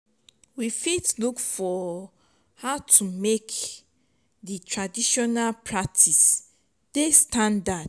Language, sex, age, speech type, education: Nigerian Pidgin, female, 30-45, spontaneous, tertiary